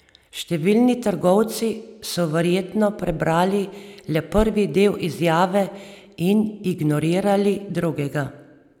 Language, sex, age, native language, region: Slovenian, female, 30-49, Slovenian, Savinja region